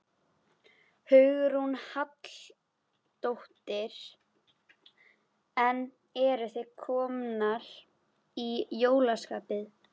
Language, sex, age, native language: Icelandic, female, 11, Icelandic